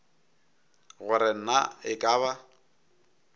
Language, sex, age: Northern Sotho, male, 22